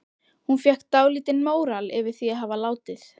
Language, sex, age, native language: Icelandic, female, 12, Icelandic